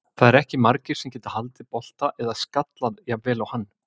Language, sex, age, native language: Icelandic, male, 50-59, Icelandic